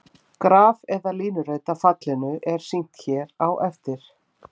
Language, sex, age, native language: Icelandic, female, 50-59, Icelandic